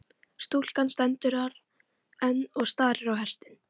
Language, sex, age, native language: Icelandic, female, 12, Icelandic